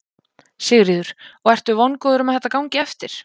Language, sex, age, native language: Icelandic, female, 20-29, Icelandic